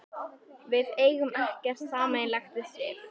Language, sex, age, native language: Icelandic, female, 11, Icelandic